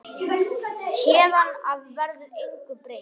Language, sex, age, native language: Icelandic, male, 9, Icelandic